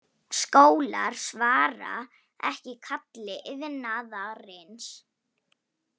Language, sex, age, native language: Icelandic, female, 18-19, Polish